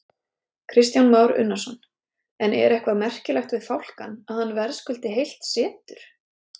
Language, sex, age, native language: Icelandic, female, 30-39, Icelandic